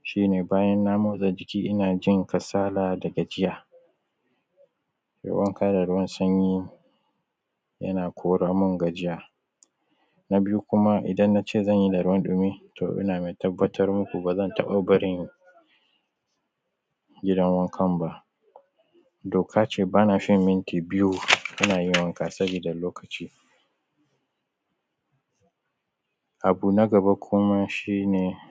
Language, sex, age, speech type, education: Hausa, male, 30-45, spontaneous, primary